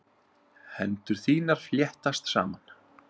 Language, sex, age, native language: Icelandic, male, 30-39, Icelandic